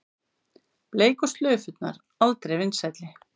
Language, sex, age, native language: Icelandic, female, 50-59, Icelandic